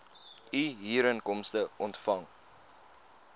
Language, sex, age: Afrikaans, male, 20